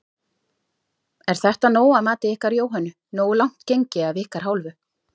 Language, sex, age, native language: Icelandic, female, 40-49, Icelandic